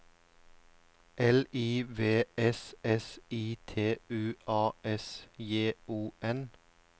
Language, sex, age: Norwegian, male, 34